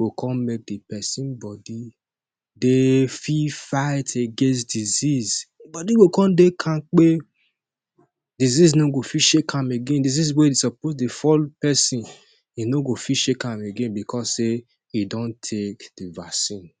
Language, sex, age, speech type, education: Nigerian Pidgin, male, 15-29, spontaneous, tertiary